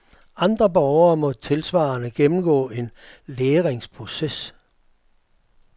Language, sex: Danish, male